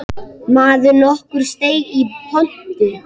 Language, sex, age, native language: Icelandic, female, 8, Icelandic